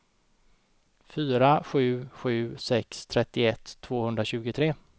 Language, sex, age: Swedish, male, 29